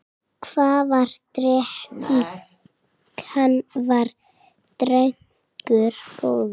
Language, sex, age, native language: Icelandic, female, 7, Icelandic